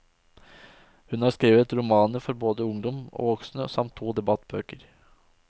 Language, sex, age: Norwegian, male, 20